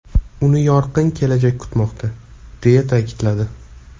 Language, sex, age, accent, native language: Uzbek, male, 18-24, Toshkent shahri, Uzbek